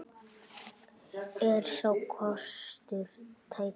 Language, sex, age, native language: Icelandic, male, 8, Icelandic